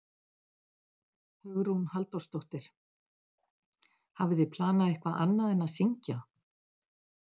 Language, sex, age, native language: Icelandic, female, 60-69, Icelandic